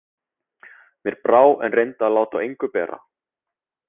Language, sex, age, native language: Icelandic, male, 30-39, Icelandic